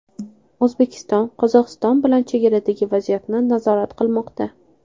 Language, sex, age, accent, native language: Uzbek, female, 18-24, Toshkent shahri, Uzbek